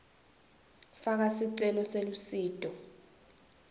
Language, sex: Swati, female